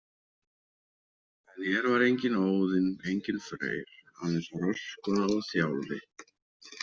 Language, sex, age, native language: Icelandic, male, 30-39, Icelandic